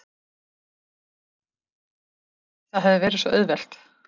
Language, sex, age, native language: Icelandic, female, 30-39, Icelandic